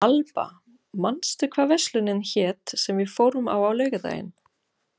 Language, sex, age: Icelandic, female, 40-49